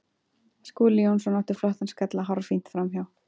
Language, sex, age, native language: Icelandic, female, 20-29, Icelandic